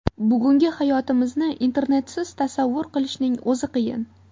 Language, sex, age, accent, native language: Uzbek, female, 18-24, Qashqadaryo, Uzbek